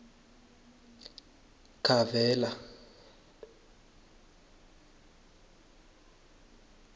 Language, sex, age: South Ndebele, male, 21